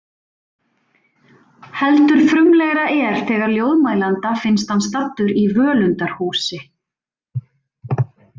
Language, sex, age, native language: Icelandic, female, 40-49, Icelandic